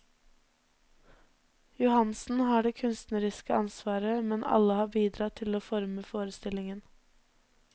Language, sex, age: Norwegian, female, 20